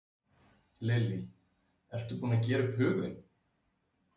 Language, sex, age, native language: Icelandic, male, 30-39, Icelandic